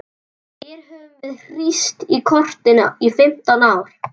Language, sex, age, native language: Icelandic, male, 11, Icelandic